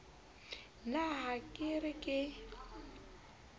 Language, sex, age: Southern Sotho, female, 29